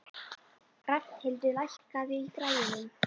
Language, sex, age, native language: Icelandic, female, 11, Icelandic